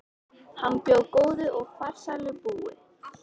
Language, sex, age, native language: Icelandic, female, 13, Icelandic